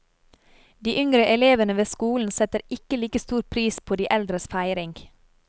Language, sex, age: Norwegian, female, 30